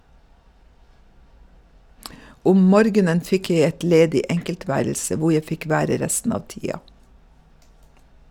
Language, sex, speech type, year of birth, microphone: Norwegian, female, read, 1956, Shure